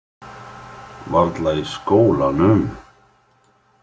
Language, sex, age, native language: Icelandic, male, 50-59, Icelandic